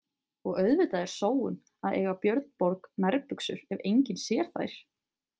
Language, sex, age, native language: Icelandic, female, 20-29, Icelandic